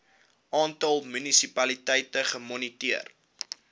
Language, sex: Afrikaans, male